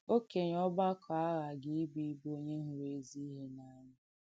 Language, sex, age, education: Igbo, female, 15-29, tertiary